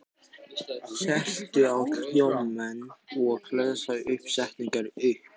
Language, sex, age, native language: Icelandic, male, 14, Icelandic